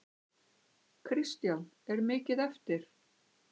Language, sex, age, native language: Icelandic, female, 60-69, Icelandic